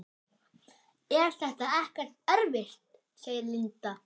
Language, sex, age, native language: Icelandic, male, 10, Icelandic